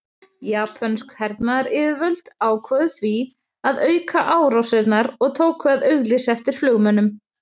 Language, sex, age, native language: Icelandic, female, 30-39, Icelandic